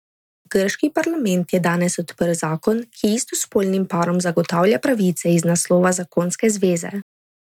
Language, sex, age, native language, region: Slovenian, female, 18-29, Slovenian, Drava region